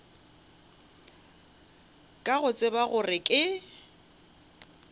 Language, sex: Northern Sotho, female